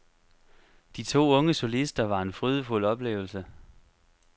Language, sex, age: Danish, male, 25